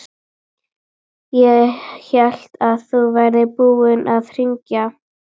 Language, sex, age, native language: Icelandic, female, 12, Icelandic